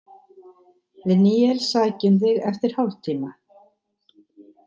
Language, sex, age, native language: Icelandic, female, 60-69, Icelandic